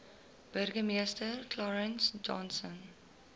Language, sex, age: Afrikaans, female, 20